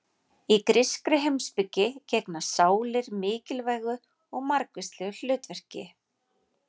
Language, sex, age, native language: Icelandic, female, 40-49, Icelandic